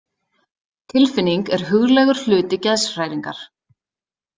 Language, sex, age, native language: Icelandic, female, 30-39, Icelandic